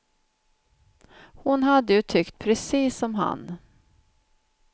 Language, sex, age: Swedish, female, 49